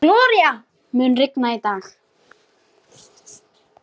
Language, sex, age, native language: Icelandic, female, 13, Icelandic